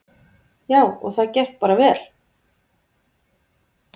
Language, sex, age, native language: Icelandic, female, 40-49, Icelandic